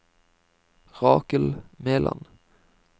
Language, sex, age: Norwegian, male, 25